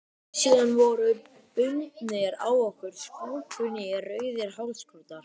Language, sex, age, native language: Icelandic, other, 12, Icelandic